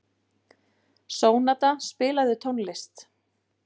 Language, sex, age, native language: Icelandic, female, 40-49, Icelandic